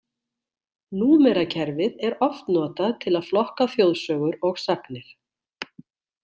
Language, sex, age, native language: Icelandic, female, 60-69, Icelandic